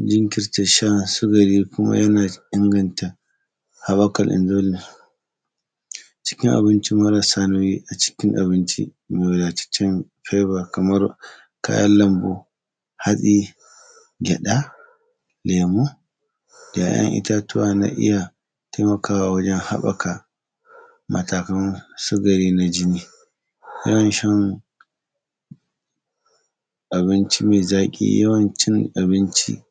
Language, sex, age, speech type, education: Hausa, male, 30-45, spontaneous, tertiary